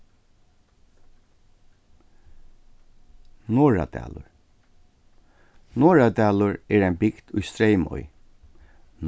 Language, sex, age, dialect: Faroese, male, 36-60, Suðurstreymoy